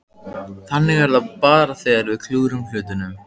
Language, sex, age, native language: Icelandic, male, 15, Icelandic